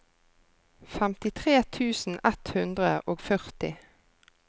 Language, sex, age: Norwegian, female, 33